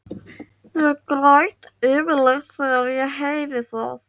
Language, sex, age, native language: Icelandic, female, 13, Icelandic